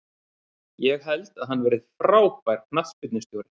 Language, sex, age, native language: Icelandic, male, 30-39, Icelandic